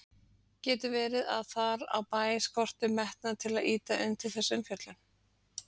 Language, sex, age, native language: Icelandic, female, 40-49, Icelandic